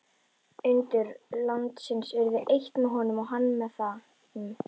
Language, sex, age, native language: Icelandic, female, 11, Icelandic